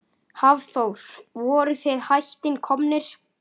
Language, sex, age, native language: Icelandic, male, 8, Icelandic